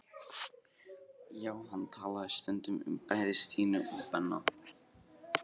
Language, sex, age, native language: Icelandic, male, 14, Icelandic